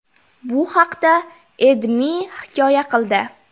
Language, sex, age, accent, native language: Uzbek, female, 12-17, Jizzax, Uzbek